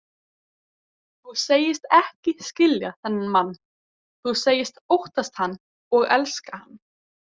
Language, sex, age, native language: Icelandic, female, 18-19, Icelandic